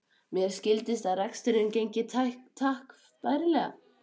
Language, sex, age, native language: Icelandic, female, 12, Icelandic